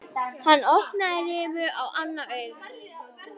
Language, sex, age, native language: Icelandic, female, 11, Icelandic